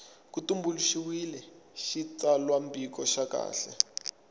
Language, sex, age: Tsonga, male, 24